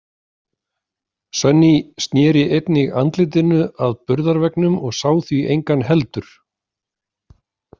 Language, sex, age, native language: Icelandic, male, 40-49, Icelandic